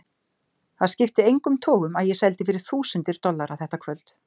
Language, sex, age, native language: Icelandic, female, 50-59, Icelandic